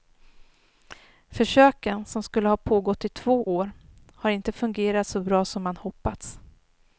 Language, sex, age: Swedish, female, 39